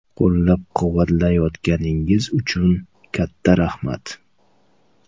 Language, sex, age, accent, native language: Uzbek, male, 35+, Toshkent shahri, Uzbek